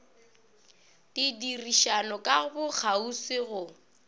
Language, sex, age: Northern Sotho, female, 24